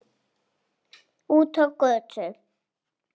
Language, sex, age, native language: Icelandic, female, 5, English